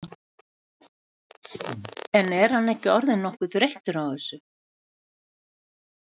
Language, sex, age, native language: Icelandic, female, 70-79, Icelandic